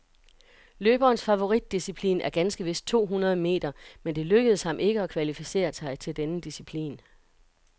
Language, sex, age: Danish, female, 42